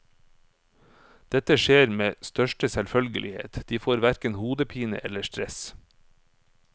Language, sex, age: Norwegian, male, 44